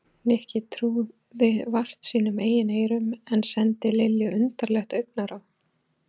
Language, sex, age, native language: Icelandic, female, 40-49, Icelandic